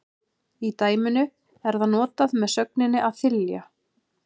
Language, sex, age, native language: Icelandic, female, 30-39, Icelandic